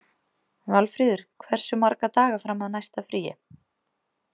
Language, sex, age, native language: Icelandic, female, 20-29, Icelandic